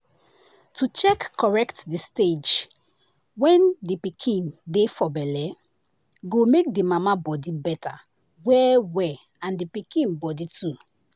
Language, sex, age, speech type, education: Nigerian Pidgin, female, 15-29, spontaneous, tertiary